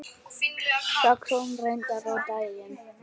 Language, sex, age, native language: Icelandic, female, 10, Icelandic